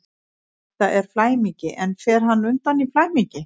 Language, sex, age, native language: Icelandic, female, 60-69, Icelandic